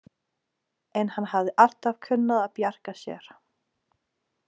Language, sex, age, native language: Icelandic, female, 40-49, Danish